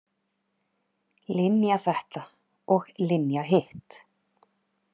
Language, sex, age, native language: Icelandic, female, 30-39, Icelandic